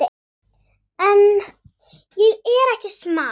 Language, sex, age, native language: Icelandic, female, 8, Icelandic